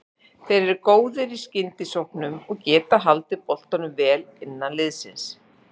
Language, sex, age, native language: Icelandic, female, 40-49, Icelandic